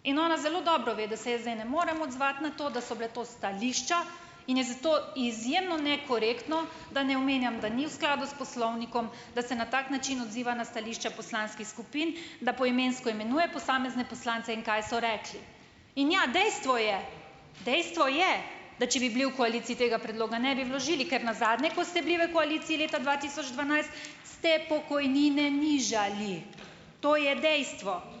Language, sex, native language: Slovenian, female, Slovenian